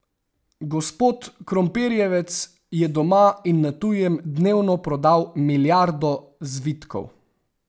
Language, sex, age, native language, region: Slovenian, male, 18-29, Slovenian, Savinja region